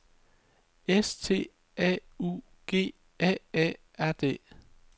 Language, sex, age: Danish, male, 33